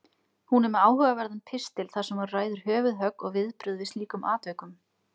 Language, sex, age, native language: Icelandic, female, 20-29, Icelandic